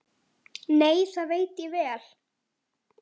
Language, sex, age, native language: Icelandic, female, 9, Icelandic